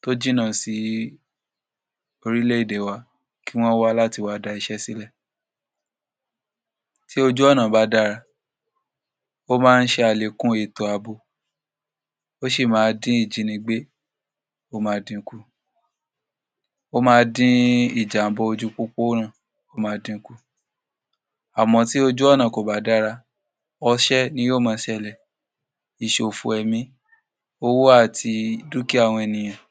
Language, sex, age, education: Yoruba, male, 46-60, tertiary